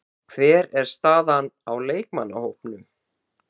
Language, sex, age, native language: Icelandic, female, 50-59, Icelandic